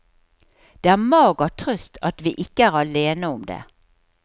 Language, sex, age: Norwegian, female, 63